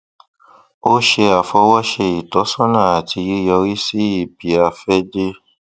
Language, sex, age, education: Yoruba, male, 30-45, tertiary